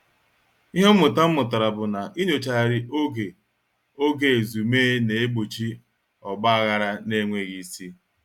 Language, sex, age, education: Igbo, male, 46-60, tertiary